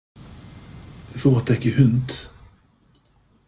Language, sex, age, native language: Icelandic, male, 50-59, Icelandic